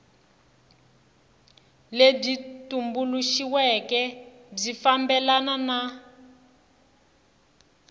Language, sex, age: Tsonga, female, 21